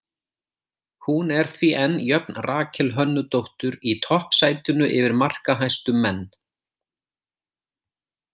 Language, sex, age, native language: Icelandic, male, 40-49, Icelandic